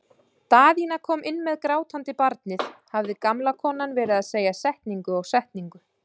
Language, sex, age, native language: Icelandic, female, 30-39, Icelandic